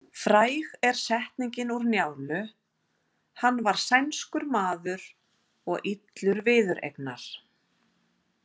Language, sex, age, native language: Icelandic, female, 40-49, Icelandic